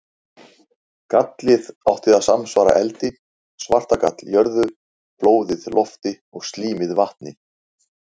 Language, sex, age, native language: Icelandic, male, 40-49, Icelandic